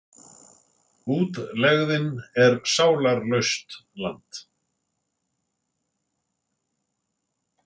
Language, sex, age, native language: Icelandic, male, 60-69, Icelandic